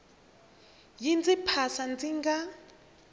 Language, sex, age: Tsonga, female, 21